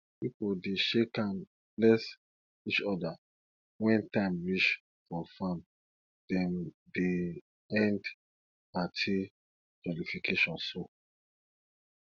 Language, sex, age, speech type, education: Nigerian Pidgin, male, 30-45, spontaneous, tertiary